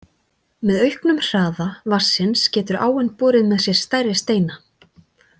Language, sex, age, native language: Icelandic, female, 40-49, Icelandic